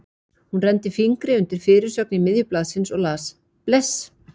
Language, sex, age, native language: Icelandic, female, 40-49, Icelandic